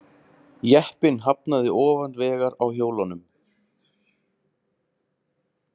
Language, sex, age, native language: Icelandic, male, 20-29, Icelandic